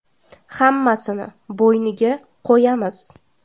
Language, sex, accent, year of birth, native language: Uzbek, female, Toshkent shahri, 2003, Uzbek